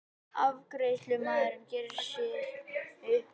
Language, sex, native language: Icelandic, male, Icelandic